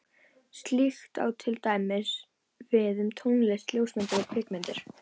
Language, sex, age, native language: Icelandic, female, 18-19, Icelandic